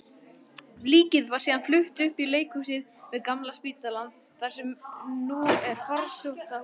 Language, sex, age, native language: Icelandic, male, 20-29, Icelandic